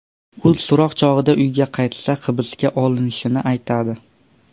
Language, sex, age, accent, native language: Uzbek, male, under 19, Surxondaryo, Uzbek